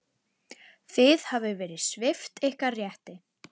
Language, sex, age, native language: Icelandic, female, 11, Icelandic